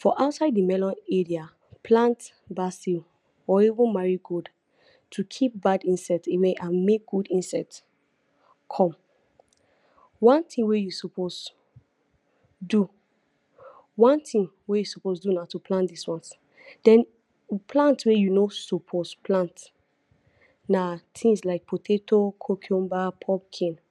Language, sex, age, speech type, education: Nigerian Pidgin, female, 46-60, spontaneous, tertiary